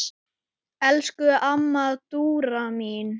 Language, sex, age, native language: Icelandic, male, 8, Icelandic